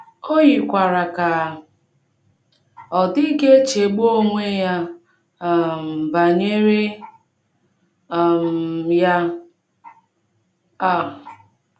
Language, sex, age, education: Igbo, female, 15-29, tertiary